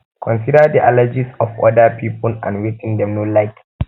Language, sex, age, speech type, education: Nigerian Pidgin, male, 15-29, spontaneous, tertiary